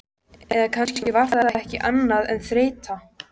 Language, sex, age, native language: Icelandic, female, 14, Icelandic